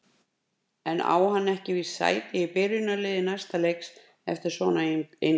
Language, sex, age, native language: Icelandic, female, 50-59, Icelandic